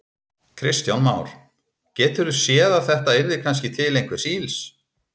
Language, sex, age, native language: Icelandic, male, 30-39, Icelandic